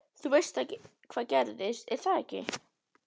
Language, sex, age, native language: Icelandic, female, 11, Icelandic